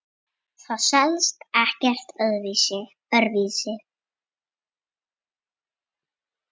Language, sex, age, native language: Icelandic, male, 7, Icelandic